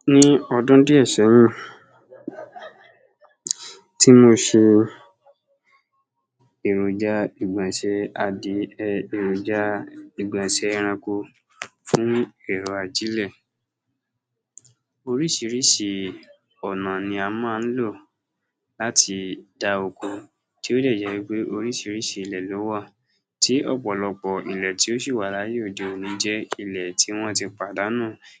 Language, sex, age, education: Yoruba, male, 46-60, tertiary